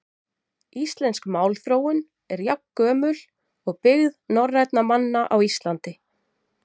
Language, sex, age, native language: Icelandic, female, 40-49, Icelandic